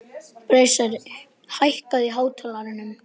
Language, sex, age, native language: Icelandic, male, 11, Icelandic